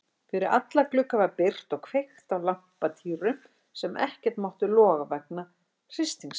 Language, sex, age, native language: Icelandic, female, 60-69, Icelandic